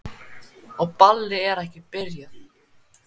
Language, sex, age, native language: Icelandic, male, 10, Icelandic